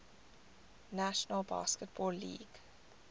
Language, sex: English, female